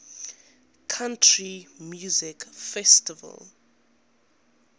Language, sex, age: English, female, 19